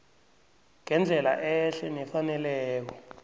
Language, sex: South Ndebele, male